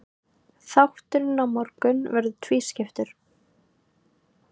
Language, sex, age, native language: Icelandic, female, 18-19, Icelandic